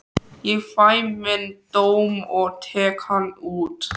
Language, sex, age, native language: Icelandic, other, 13, Icelandic